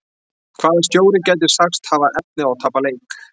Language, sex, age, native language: Icelandic, male, 40-49, Icelandic